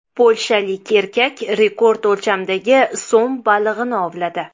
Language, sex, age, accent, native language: Uzbek, female, 18-24, Toshkent shahri, Uzbek